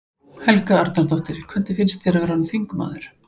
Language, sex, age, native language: Icelandic, male, 15, Icelandic